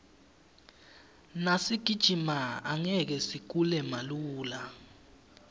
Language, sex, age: Swati, male, 18